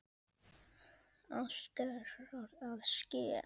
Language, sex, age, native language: Icelandic, female, 7, Icelandic